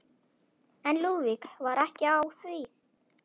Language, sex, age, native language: Icelandic, male, 11, Icelandic